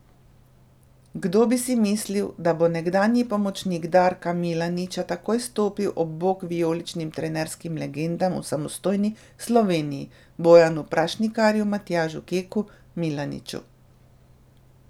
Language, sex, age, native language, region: Slovenian, female, 30-49, Slovenian, Drava region